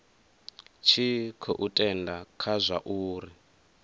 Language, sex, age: Venda, male, 24